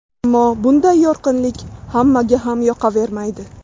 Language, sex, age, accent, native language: Uzbek, female, 18-24, Buxoro, Uzbek